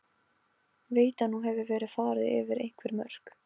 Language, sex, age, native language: Icelandic, female, 13, Polish